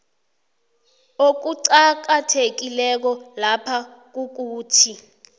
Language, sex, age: South Ndebele, female, 29